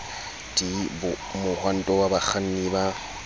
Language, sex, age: Southern Sotho, male, 20